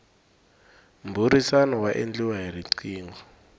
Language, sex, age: Tsonga, male, 18